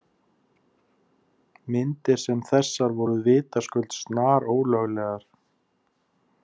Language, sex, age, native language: Icelandic, male, 30-39, Icelandic